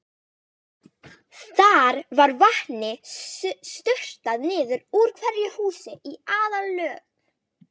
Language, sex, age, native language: Icelandic, female, 18-19, Icelandic